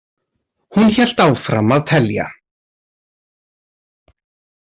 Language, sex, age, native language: Icelandic, male, 30-39, Icelandic